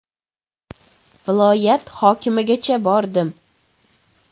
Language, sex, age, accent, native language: Uzbek, female, 12-17, Sirdaryo, Uzbek